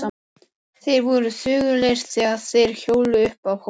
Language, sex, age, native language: Icelandic, female, 14, Icelandic